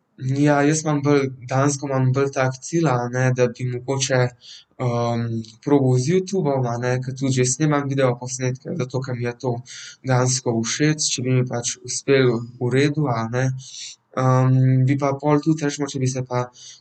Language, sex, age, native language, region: Slovenian, male, 12-17, Slovenian, Central Slovenia